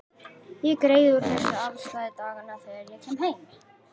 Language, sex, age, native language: Icelandic, male, 11, Icelandic